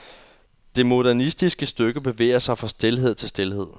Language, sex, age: Danish, male, 21